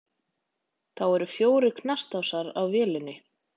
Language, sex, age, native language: Icelandic, female, 20-29, Icelandic